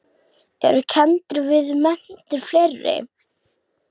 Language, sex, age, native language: Icelandic, female, 7, Icelandic